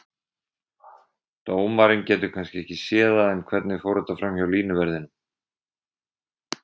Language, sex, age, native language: Icelandic, male, 20-29, Icelandic